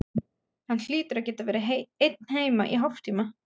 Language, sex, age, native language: Icelandic, female, 30-39, German